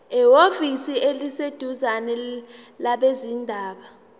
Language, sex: Zulu, female